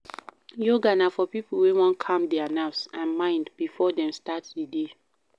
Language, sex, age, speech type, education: Nigerian Pidgin, female, 15-29, read, primary